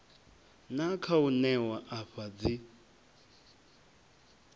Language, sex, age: Venda, male, 23